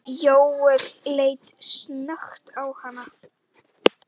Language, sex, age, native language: Icelandic, female, 10, Icelandic